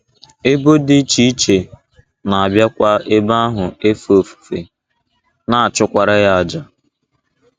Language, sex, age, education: Igbo, male, 15-29, tertiary